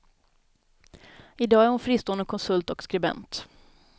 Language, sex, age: Swedish, female, 27